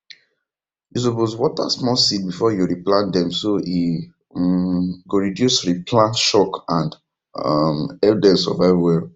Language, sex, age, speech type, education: Nigerian Pidgin, male, 15-29, spontaneous, tertiary